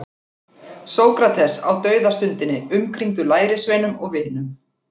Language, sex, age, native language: Icelandic, female, 40-49, Icelandic